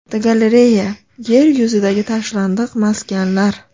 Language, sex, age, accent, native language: Uzbek, female, 25-34, Andijon, Uzbek